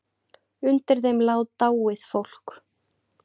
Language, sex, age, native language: Icelandic, female, 20-29, Icelandic